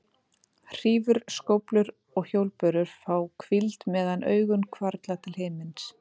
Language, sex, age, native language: Icelandic, female, 30-39, Icelandic